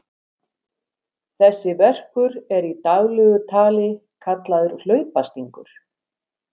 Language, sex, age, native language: Icelandic, female, 50-59, Icelandic